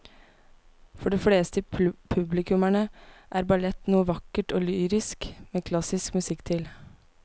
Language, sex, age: Norwegian, female, 19